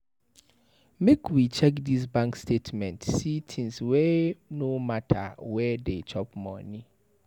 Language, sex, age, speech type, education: Nigerian Pidgin, male, 15-29, read, tertiary